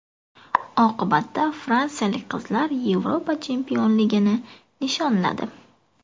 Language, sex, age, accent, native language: Uzbek, female, 18-24, Buxoro, Uzbek